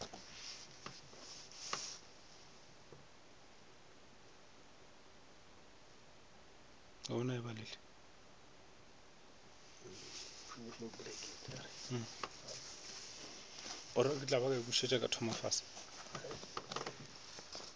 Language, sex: Northern Sotho, male